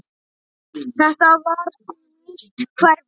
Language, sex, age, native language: Icelandic, male, 8, Icelandic